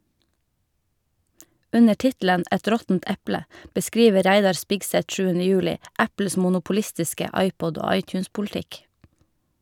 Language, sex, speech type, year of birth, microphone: Norwegian, female, read, 1989, Shure